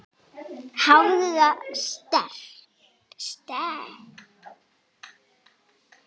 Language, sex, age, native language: Icelandic, female, 8, Icelandic